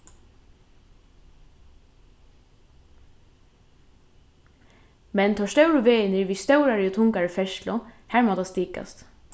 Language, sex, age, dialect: Faroese, female, 15-35, Norðurstreymoy/Eysturoy